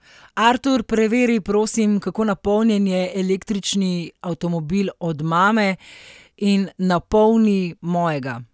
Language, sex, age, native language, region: Slovenian, female, 30-49, Slovenian, Central Slovenia